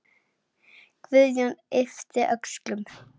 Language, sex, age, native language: Icelandic, female, 9, Icelandic